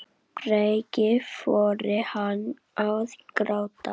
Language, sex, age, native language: Icelandic, female, 8, Icelandic